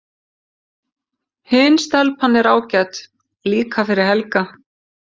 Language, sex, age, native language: Icelandic, female, 50-59, Icelandic